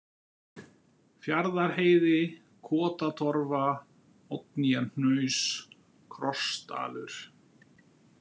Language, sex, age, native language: Icelandic, male, 50-59, Icelandic